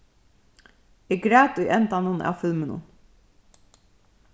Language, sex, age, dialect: Faroese, female, 36-60, Suðurstreymoy